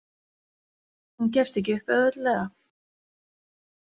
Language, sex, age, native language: Icelandic, female, 40-49, Icelandic